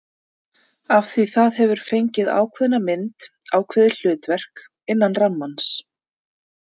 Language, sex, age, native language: Icelandic, female, 30-39, Icelandic